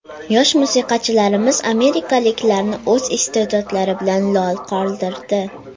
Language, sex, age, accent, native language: Uzbek, female, under 19, Toshkent shahri, Uzbek